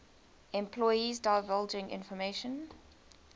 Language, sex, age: English, female, 20